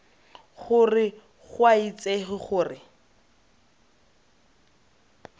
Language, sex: Tswana, female